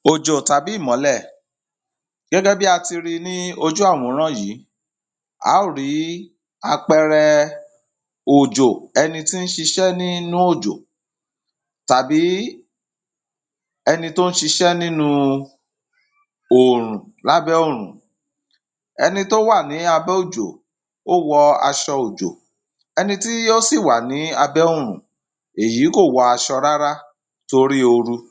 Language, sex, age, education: Yoruba, male, 30-45, primary